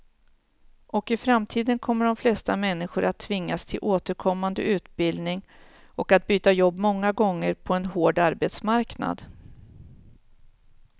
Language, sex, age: Swedish, female, 46